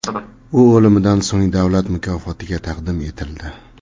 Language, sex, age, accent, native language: Uzbek, male, 30-39, Namangan, Uzbek